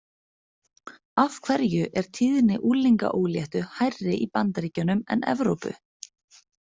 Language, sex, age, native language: Icelandic, female, 30-39, Icelandic